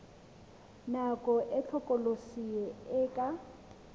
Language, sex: Southern Sotho, female